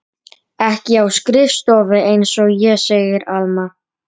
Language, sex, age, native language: Icelandic, female, 30-39, Polish